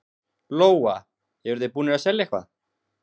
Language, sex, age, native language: Icelandic, male, 20-29, Icelandic